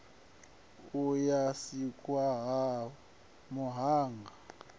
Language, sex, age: Venda, male, 37